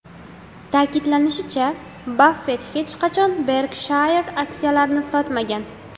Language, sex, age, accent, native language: Uzbek, female, under 19, Qashqadaryo, Uzbek